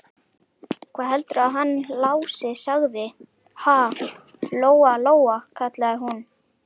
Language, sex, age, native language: Icelandic, male, 11, Icelandic